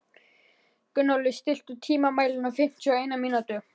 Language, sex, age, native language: Icelandic, male, 11, Icelandic